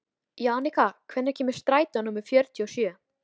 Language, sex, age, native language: Icelandic, female, 13, Icelandic